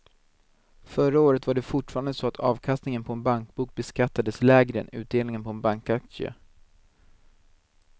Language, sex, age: Swedish, male, 19